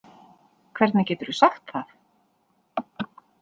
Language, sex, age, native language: Icelandic, female, 40-49, Icelandic